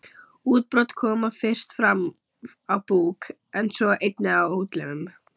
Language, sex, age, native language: Icelandic, male, 40-49, Icelandic